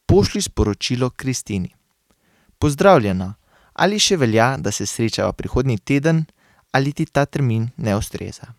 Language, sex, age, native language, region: Slovenian, male, 18-29, Slovenian, Carinthia region